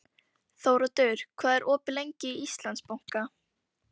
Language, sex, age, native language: Icelandic, female, 12, Icelandic